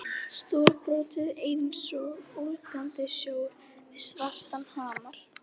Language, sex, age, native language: Icelandic, female, 11, Icelandic